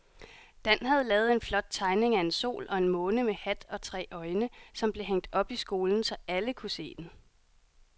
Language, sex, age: Danish, female, 30